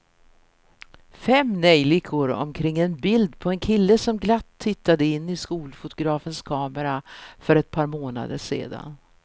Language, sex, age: Swedish, female, 64